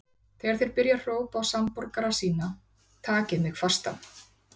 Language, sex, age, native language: Icelandic, female, 40-49, Icelandic